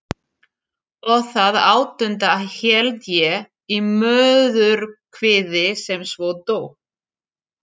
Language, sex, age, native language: Icelandic, female, 40-49, French